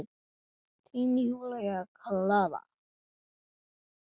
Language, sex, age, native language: Icelandic, male, 7, Icelandic